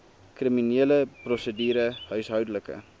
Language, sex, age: Afrikaans, male, 19